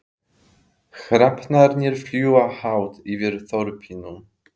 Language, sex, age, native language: Icelandic, male, 30-39, Polish